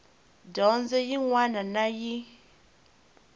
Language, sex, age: Tsonga, female, 20